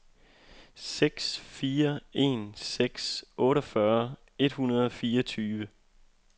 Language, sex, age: Danish, male, 25